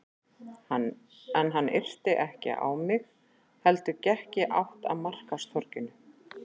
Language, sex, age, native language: Icelandic, female, 40-49, Icelandic